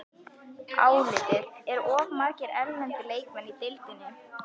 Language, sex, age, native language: Icelandic, female, 11, Icelandic